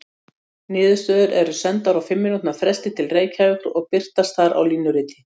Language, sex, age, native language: Icelandic, female, 60-69, Icelandic